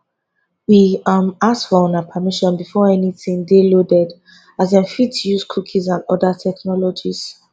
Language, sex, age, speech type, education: Nigerian Pidgin, female, 15-29, spontaneous, tertiary